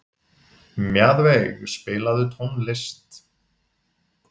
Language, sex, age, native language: Icelandic, male, 30-39, Icelandic